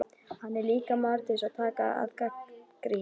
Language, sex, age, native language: Icelandic, female, 12, Icelandic